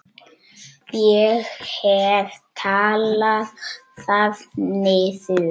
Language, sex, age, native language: Icelandic, male, 9, Icelandic